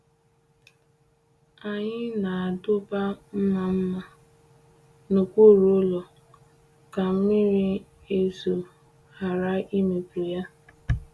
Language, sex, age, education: Igbo, female, 15-29, tertiary